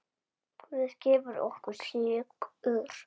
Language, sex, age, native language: Icelandic, female, 8, Icelandic